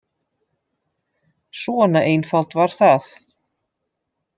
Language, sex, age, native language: Icelandic, female, 50-59, Dutch